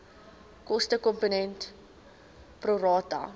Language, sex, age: Afrikaans, female, 19